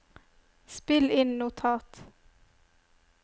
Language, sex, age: Norwegian, female, 25